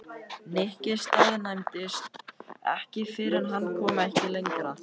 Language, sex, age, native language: Icelandic, male, 13, Icelandic